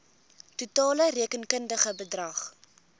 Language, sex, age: Afrikaans, female, 21